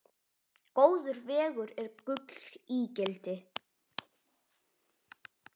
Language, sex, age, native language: Icelandic, male, 10, Icelandic